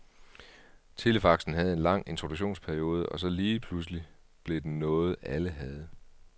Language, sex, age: Danish, male, 38